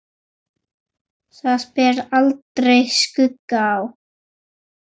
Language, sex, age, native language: Icelandic, male, 9, Icelandic